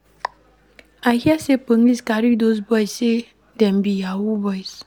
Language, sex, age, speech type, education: Nigerian Pidgin, female, 15-29, read, primary